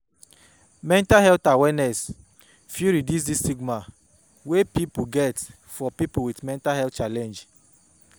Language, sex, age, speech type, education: Nigerian Pidgin, male, 30-45, spontaneous, tertiary